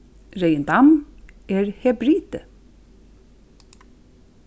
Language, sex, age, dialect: Faroese, female, 36-60, Suðurstreymoy